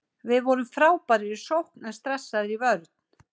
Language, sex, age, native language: Icelandic, female, 50-59, Icelandic